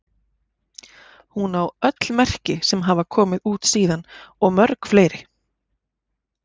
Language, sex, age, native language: Icelandic, female, 40-49, Icelandic